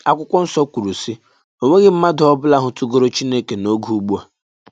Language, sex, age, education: Igbo, male, 15-29, tertiary